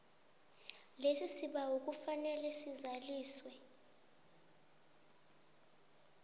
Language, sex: South Ndebele, female